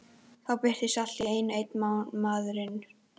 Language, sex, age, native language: Icelandic, female, 12, Icelandic